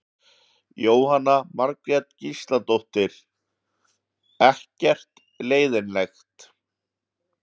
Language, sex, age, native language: Icelandic, male, 40-49, Icelandic